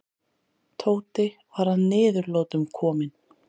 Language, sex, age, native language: Icelandic, female, 30-39, Icelandic